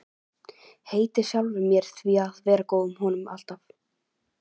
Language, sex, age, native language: Icelandic, female, 11, Icelandic